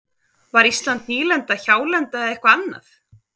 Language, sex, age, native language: Icelandic, female, 30-39, Icelandic